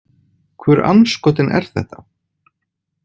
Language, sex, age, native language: Icelandic, male, 40-49, Icelandic